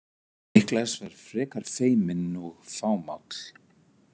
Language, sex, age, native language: Icelandic, male, 60-69, Icelandic